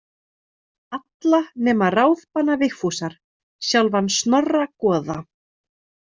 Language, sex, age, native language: Icelandic, female, 30-39, Icelandic